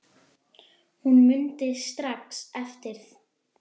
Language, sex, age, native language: Icelandic, female, 10, Icelandic